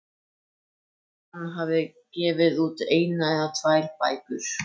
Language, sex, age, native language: Icelandic, male, 14, Icelandic